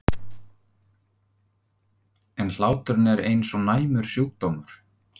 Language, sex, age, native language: Icelandic, male, 50-59, Icelandic